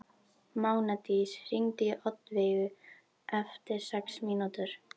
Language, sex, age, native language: Icelandic, female, 12, Icelandic